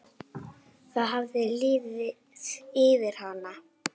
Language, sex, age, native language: Icelandic, female, 7, Icelandic